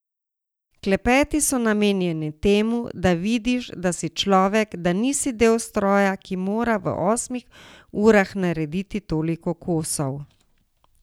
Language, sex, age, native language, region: Slovenian, female, 60+, Slovenian, Savinja region